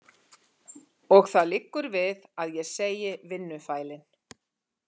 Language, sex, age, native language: Icelandic, female, 50-59, Icelandic